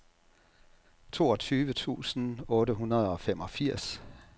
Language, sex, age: Danish, male, 67